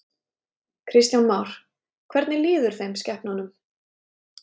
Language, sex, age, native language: Icelandic, female, 30-39, Icelandic